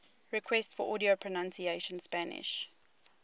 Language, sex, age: English, female, 22